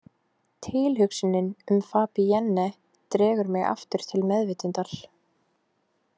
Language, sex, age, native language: Icelandic, female, 18-19, Icelandic